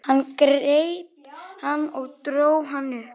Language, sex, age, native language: Icelandic, female, 11, Icelandic